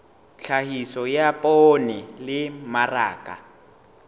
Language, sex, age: Southern Sotho, male, 18